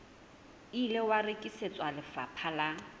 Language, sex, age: Southern Sotho, female, 20